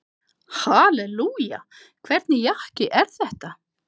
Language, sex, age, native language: Icelandic, other, 50-59, Icelandic